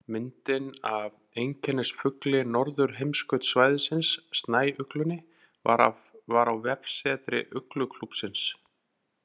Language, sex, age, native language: Icelandic, male, 40-49, Icelandic